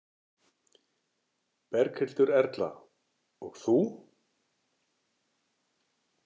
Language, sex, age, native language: Icelandic, male, 60-69, Icelandic